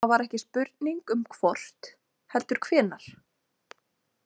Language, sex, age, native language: Icelandic, female, 20-29, Icelandic